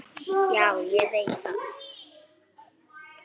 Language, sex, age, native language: Icelandic, female, 9, Icelandic